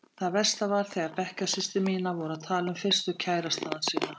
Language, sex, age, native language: Icelandic, female, 50-59, Icelandic